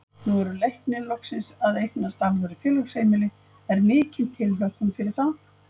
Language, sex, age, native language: Icelandic, female, 50-59, Icelandic